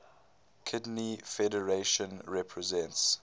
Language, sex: English, male